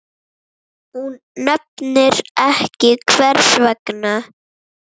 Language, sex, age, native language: Icelandic, female, 7, Icelandic